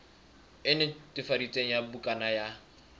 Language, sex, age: Southern Sotho, male, 23